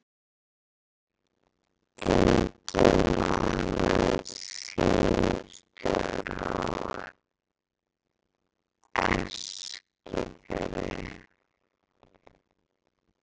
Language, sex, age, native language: Icelandic, female, 11, Icelandic